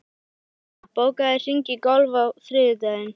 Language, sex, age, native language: Icelandic, female, 12, Icelandic